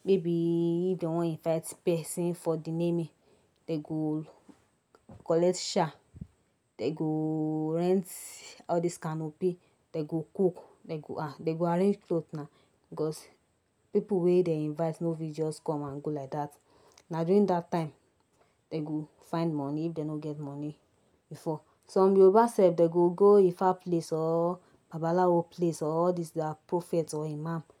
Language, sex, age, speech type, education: Nigerian Pidgin, female, 60+, spontaneous, tertiary